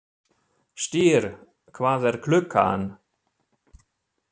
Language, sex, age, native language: Icelandic, male, 60-69, German